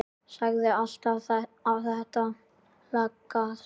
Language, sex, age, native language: Icelandic, male, 10, Icelandic